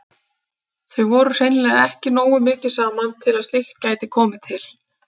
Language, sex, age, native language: Icelandic, female, 30-39, Icelandic